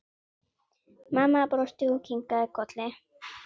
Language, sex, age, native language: Icelandic, female, 9, Icelandic